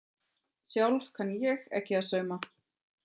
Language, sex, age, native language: Icelandic, female, 30-39, German